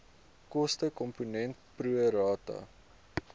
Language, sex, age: Afrikaans, male, 22